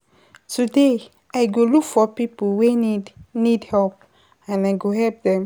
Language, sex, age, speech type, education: Nigerian Pidgin, female, 15-29, spontaneous, tertiary